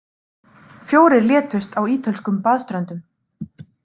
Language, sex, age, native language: Icelandic, female, 30-39, Icelandic